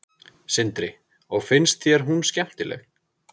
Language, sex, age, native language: Icelandic, male, 30-39, Icelandic